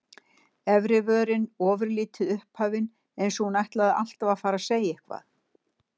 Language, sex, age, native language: Icelandic, female, 60-69, Icelandic